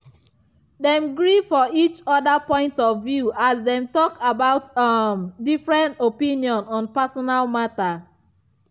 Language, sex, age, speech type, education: Nigerian Pidgin, female, 15-29, spontaneous, tertiary